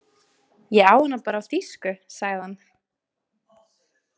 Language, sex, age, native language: Icelandic, female, 20-29, Icelandic